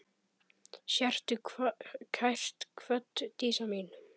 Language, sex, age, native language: Icelandic, male, 10, Icelandic